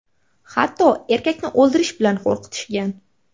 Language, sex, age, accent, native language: Uzbek, female, 18-24, Farg'ona, Uzbek